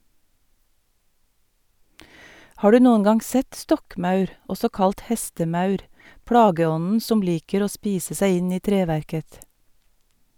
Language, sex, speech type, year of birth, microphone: Norwegian, female, read, 1962, Sennheiser